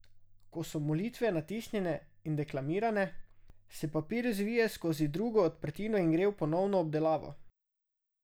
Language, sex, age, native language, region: Slovenian, male, 18-29, Slovenian, Drava region